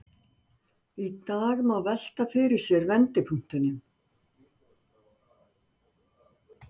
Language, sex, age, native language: Icelandic, female, 60-69, Icelandic